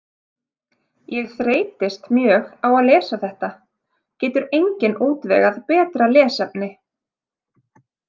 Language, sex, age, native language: Icelandic, female, 30-39, Icelandic